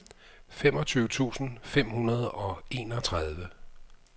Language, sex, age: Danish, male, 55